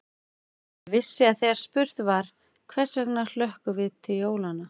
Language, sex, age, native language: Icelandic, female, 40-49, Icelandic